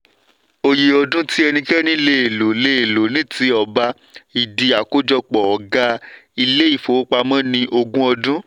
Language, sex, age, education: Yoruba, male, 15-29, tertiary